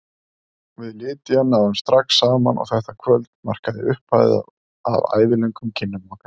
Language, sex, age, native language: Icelandic, male, 30-39, Icelandic